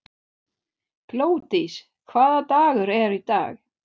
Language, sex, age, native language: Icelandic, female, 30-39, Swedish